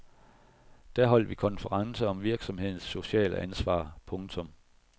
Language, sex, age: Danish, male, 41